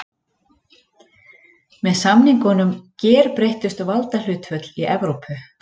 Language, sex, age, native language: Icelandic, female, 40-49, Icelandic